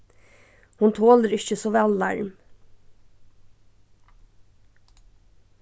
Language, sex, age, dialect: Faroese, female, 15-35, Suðurstreymoy